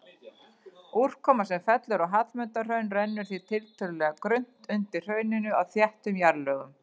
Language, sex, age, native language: Icelandic, female, 40-49, Icelandic